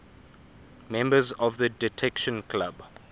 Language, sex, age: English, male, 24